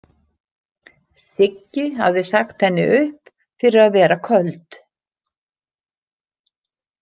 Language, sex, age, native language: Icelandic, female, 60-69, Icelandic